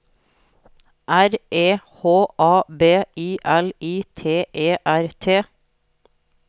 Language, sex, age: Norwegian, female, 43